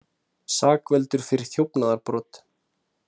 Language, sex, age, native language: Icelandic, male, 30-39, Icelandic